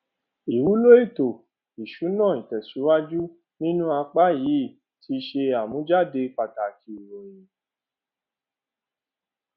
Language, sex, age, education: Yoruba, male, 30-45, tertiary